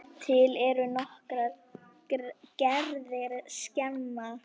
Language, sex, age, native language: Icelandic, female, 9, Icelandic